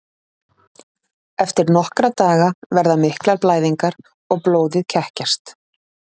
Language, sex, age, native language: Icelandic, female, 30-39, Icelandic